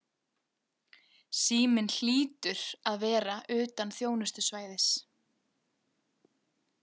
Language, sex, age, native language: Icelandic, female, 20-29, Icelandic